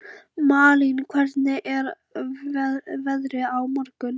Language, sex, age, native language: Icelandic, female, 11, Icelandic